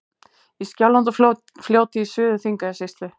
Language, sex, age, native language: Icelandic, female, 18-19, Icelandic